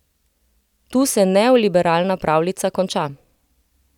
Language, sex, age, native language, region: Slovenian, female, 30-49, Slovenian, Central Slovenia